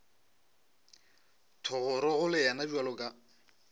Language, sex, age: Northern Sotho, male, 25